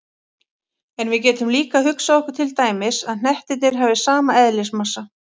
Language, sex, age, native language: Icelandic, female, 40-49, Icelandic